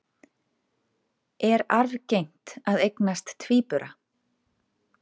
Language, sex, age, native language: Icelandic, female, 40-49, Icelandic